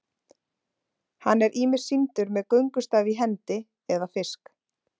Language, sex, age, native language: Icelandic, female, 30-39, Icelandic